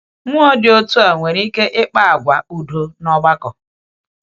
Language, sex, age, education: Igbo, female, 46-60, tertiary